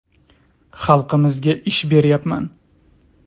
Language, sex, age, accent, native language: Uzbek, male, 30-39, Toshkent viloyati, Uzbek